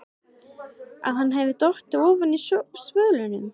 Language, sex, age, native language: Icelandic, female, 13, Icelandic